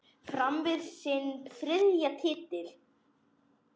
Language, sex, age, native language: Icelandic, male, 10, Icelandic